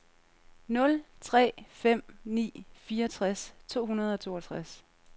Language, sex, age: Danish, female, 30